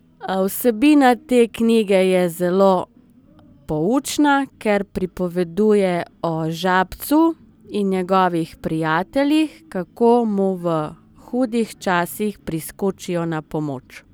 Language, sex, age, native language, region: Slovenian, female, 30-49, Slovenian, Southeast Slovenia